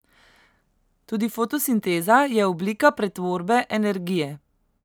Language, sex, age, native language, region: Slovenian, female, 18-29, Slovenian, Central Slovenia